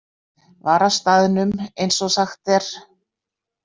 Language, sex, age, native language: Icelandic, female, 60-69, Icelandic